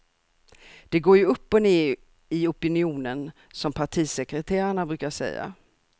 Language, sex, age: Swedish, female, 64